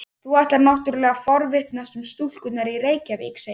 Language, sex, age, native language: Icelandic, male, 18-19, Icelandic